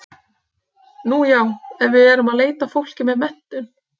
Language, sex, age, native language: Icelandic, female, 30-39, Icelandic